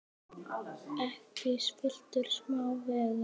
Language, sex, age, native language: Icelandic, male, 10, Icelandic